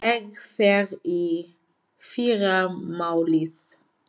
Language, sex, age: Icelandic, female, 20-29